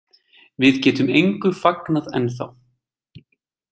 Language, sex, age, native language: Icelandic, male, 20-29, Icelandic